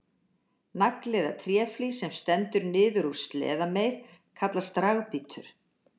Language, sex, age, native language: Icelandic, female, 60-69, Icelandic